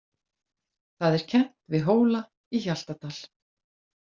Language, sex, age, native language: Icelandic, female, 40-49, Icelandic